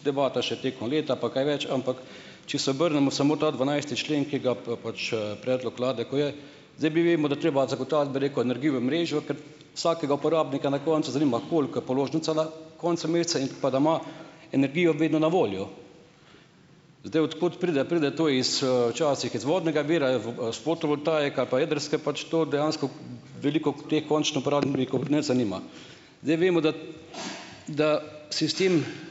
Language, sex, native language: Slovenian, male, Slovenian